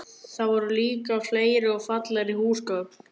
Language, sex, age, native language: Icelandic, male, 11, Icelandic